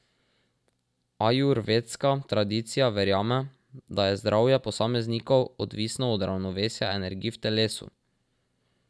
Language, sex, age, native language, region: Slovenian, male, 12-17, Slovenian, Drava region